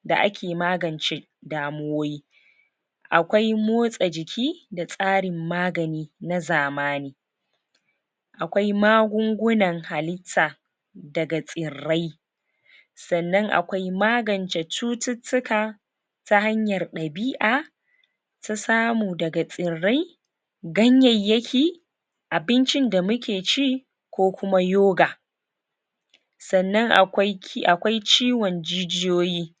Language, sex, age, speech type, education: Hausa, female, 30-45, spontaneous, tertiary